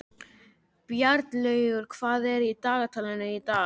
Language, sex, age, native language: Icelandic, male, 13, Icelandic